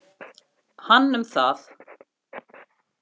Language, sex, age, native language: Icelandic, female, 50-59, Icelandic